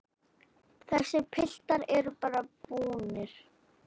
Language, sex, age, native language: Icelandic, female, 9, Icelandic